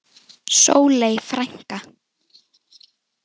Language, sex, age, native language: Icelandic, female, 10, Icelandic